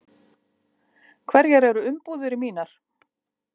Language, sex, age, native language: Icelandic, female, 50-59, Icelandic